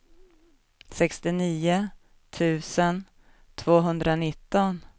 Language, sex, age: Swedish, female, 37